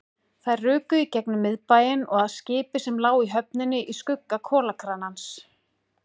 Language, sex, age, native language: Icelandic, female, 40-49, Icelandic